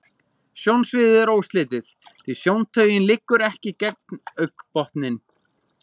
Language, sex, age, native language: Icelandic, male, 40-49, Icelandic